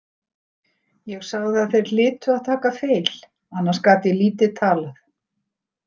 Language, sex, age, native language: Icelandic, female, 60-69, Icelandic